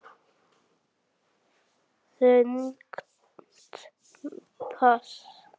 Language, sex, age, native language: Icelandic, male, 7, Icelandic